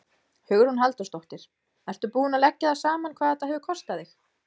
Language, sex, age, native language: Icelandic, female, 20-29, Icelandic